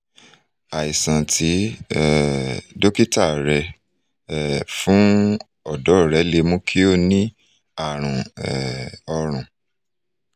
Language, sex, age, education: Yoruba, male, 30-45, tertiary